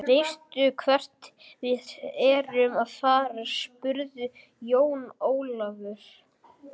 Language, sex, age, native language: Icelandic, female, 20-29, Icelandic